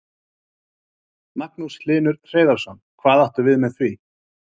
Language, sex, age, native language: Icelandic, male, 30-39, Icelandic